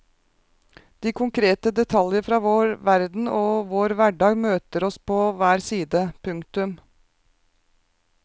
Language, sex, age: Norwegian, female, 36